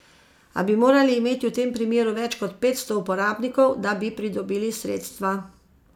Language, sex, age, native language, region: Slovenian, female, 50-59, Slovenian, Zasavska region